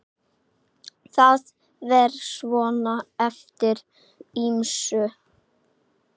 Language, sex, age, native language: Icelandic, male, 8, Icelandic